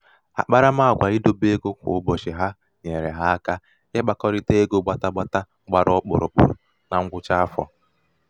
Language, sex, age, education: Igbo, male, 15-29, tertiary